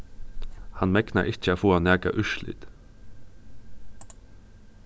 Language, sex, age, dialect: Faroese, male, 15-35, Suðurstreymoy